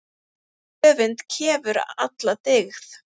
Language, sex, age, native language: Icelandic, female, 30-39, Icelandic